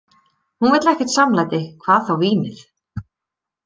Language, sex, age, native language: Icelandic, female, 30-39, Icelandic